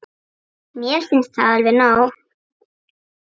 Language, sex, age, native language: Icelandic, female, 9, Icelandic